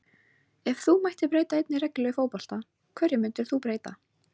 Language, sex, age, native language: Icelandic, female, 18-19, Icelandic